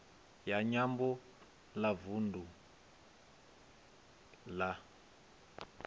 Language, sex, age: Venda, male, 22